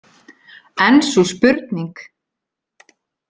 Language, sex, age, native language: Icelandic, female, 30-39, Icelandic